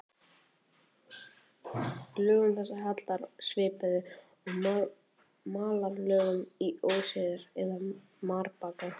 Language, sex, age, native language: Icelandic, male, 14, Icelandic